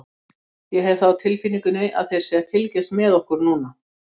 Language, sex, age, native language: Icelandic, female, 60-69, Icelandic